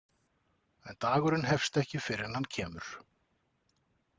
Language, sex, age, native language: Icelandic, male, 40-49, Icelandic